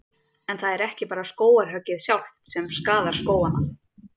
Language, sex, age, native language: Icelandic, female, 30-39, Icelandic